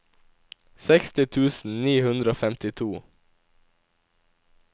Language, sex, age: Norwegian, male, 17